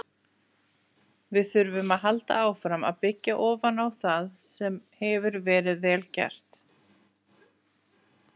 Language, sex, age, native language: Icelandic, female, 40-49, Icelandic